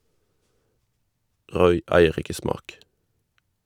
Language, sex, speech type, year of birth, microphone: Norwegian, male, read, 1991, Shure